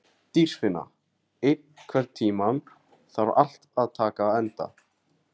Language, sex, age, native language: Icelandic, male, 18-19, Icelandic